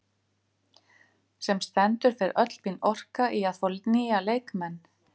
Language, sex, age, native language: Icelandic, female, 50-59, Icelandic